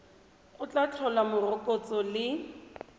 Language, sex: Tswana, female